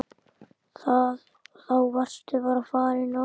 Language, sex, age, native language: Icelandic, male, 10, Icelandic